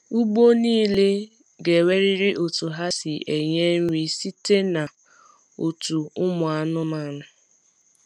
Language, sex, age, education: Igbo, female, 15-29, tertiary